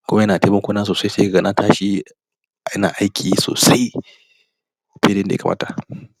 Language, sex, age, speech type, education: Hausa, male, 30-45, spontaneous, primary